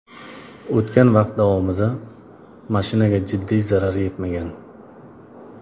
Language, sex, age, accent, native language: Uzbek, male, 35+, Toshkent viloyati, Uzbek